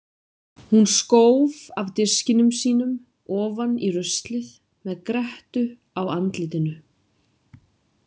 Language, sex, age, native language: Icelandic, female, 30-39, Icelandic